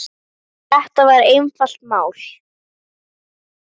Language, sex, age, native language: Icelandic, female, 10, Icelandic